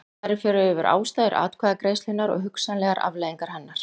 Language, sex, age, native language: Icelandic, female, 40-49, Icelandic